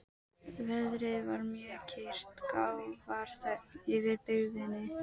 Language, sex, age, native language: Icelandic, female, 12, Icelandic